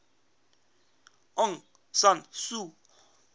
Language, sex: English, male